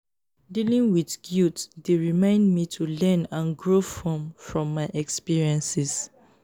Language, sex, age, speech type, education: Nigerian Pidgin, female, 15-29, spontaneous, tertiary